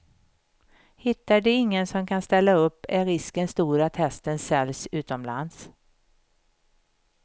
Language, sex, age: Swedish, female, 51